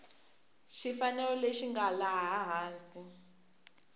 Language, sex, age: Tsonga, female, 24